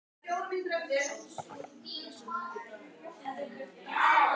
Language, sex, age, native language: Icelandic, female, 18-19, Icelandic